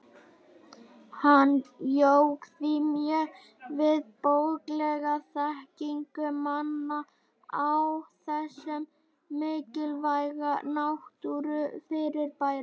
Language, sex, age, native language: Icelandic, male, 18-19, Icelandic